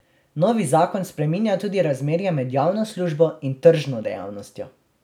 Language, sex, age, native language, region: Slovenian, male, 18-29, Slovenian, Drava region